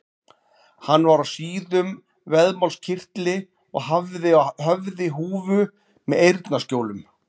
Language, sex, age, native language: Icelandic, male, 40-49, Icelandic